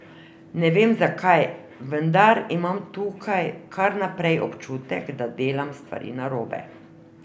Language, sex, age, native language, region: Slovenian, female, 50-59, Slovenian, Drava region